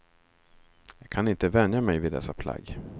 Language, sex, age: Swedish, male, 36